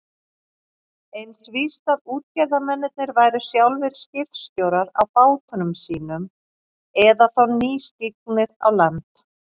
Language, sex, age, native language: Icelandic, female, 40-49, Icelandic